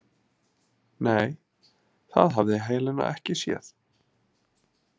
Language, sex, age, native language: Icelandic, male, 30-39, Icelandic